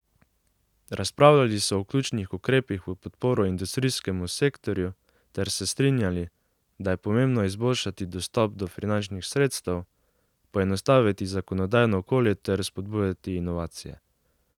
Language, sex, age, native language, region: Slovenian, male, 18-29, Slovenian, Savinja region